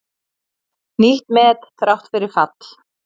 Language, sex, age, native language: Icelandic, female, 30-39, Icelandic